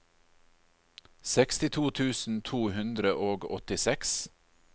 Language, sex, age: Norwegian, male, 40